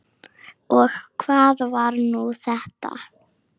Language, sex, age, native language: Icelandic, female, 7, Icelandic